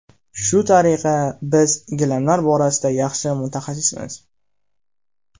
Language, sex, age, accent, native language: Uzbek, male, 18-24, Namangan, Uzbek